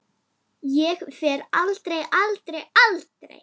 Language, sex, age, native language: Icelandic, female, 10, Icelandic